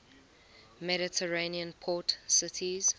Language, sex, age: English, female, 20